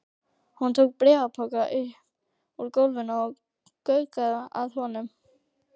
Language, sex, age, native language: Icelandic, female, 12, Icelandic